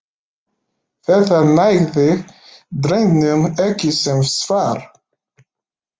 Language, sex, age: Icelandic, male, 50-59